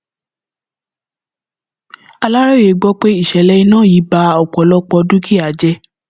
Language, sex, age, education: Yoruba, female, 15-29, tertiary